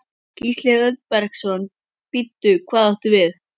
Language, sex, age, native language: Icelandic, male, 12, Icelandic